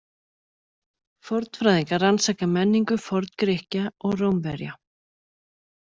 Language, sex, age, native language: Icelandic, female, 40-49, Icelandic